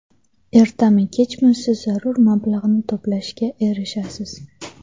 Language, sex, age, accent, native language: Uzbek, female, 18-24, Toshkent shahri, Uzbek